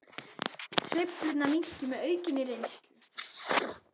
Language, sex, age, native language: Icelandic, female, 21, Icelandic